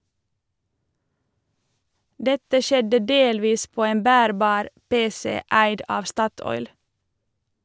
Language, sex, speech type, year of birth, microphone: Norwegian, female, read, 1987, Shure